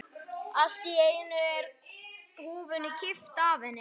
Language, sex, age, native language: Icelandic, male, 11, Icelandic